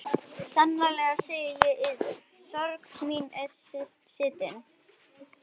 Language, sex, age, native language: Icelandic, female, 11, Icelandic